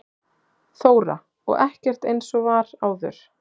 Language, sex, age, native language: Icelandic, female, 40-49, Icelandic